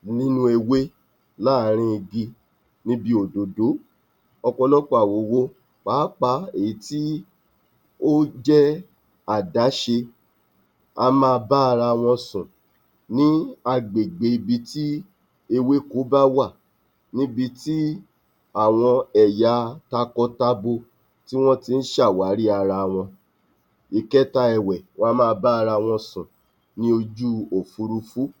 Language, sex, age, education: Yoruba, male, 30-45, tertiary